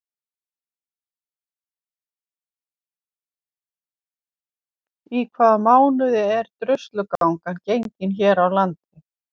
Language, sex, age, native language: Icelandic, female, 50-59, Icelandic